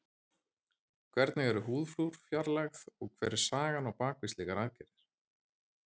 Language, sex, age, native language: Icelandic, male, 30-39, Icelandic